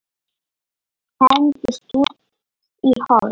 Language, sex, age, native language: Icelandic, female, 9, Lithuanian